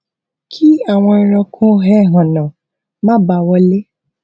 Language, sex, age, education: Yoruba, female, 15-29, tertiary